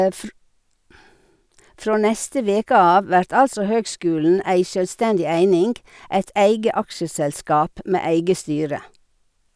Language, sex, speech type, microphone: Norwegian, female, read, Sennheiser